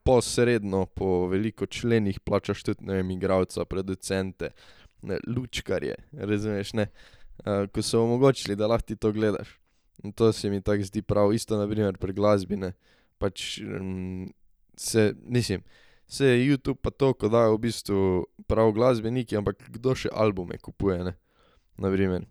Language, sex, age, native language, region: Slovenian, male, 18-29, Slovenian, Drava region